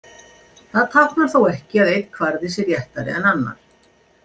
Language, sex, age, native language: Icelandic, female, 60-69, Icelandic